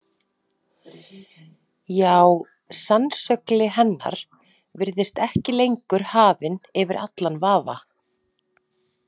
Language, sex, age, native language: Icelandic, female, 40-49, Icelandic